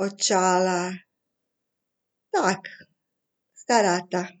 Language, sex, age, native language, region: Slovenian, female, 50-59, Serbian, Central Slovenia